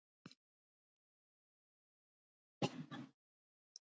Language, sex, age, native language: Icelandic, female, 70-79, Icelandic